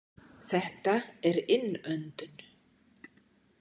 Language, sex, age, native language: Icelandic, female, 60-69, Icelandic